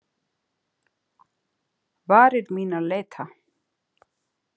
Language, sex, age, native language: Icelandic, female, 50-59, Icelandic